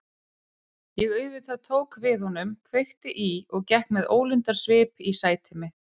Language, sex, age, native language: Icelandic, female, 30-39, Icelandic